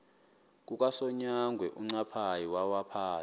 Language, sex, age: Xhosa, male, 22